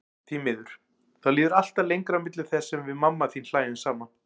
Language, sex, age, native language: Icelandic, male, 40-49, Icelandic